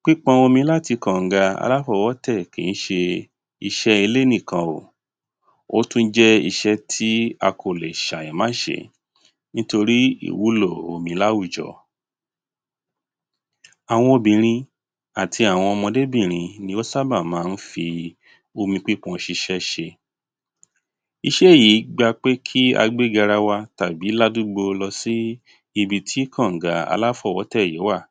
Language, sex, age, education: Yoruba, male, 30-45, tertiary